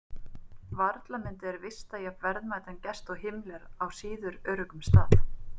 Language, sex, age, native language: Icelandic, female, 30-39, Icelandic